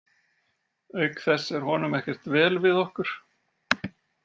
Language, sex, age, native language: Icelandic, male, 40-49, Icelandic